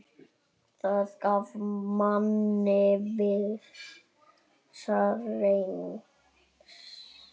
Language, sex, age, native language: Icelandic, male, 9, Icelandic